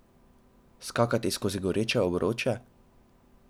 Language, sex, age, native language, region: Slovenian, male, 12-17, Slovenian, Drava region